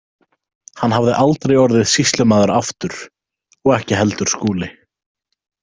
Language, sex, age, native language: Icelandic, male, 18-19, Icelandic